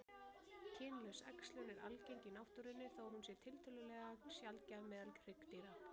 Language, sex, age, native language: Icelandic, female, 30-39, Icelandic